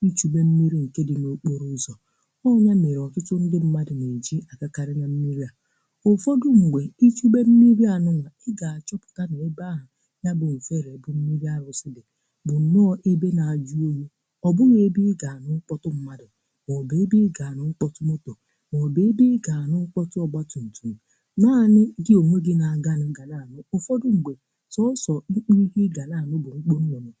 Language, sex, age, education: Igbo, female, 60+, tertiary